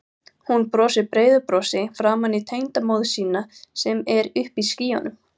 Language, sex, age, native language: Icelandic, female, 18-19, Icelandic